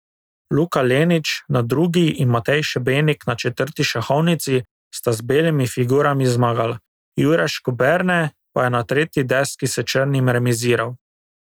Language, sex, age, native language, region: Slovenian, male, 18-29, Slovenian, Drava region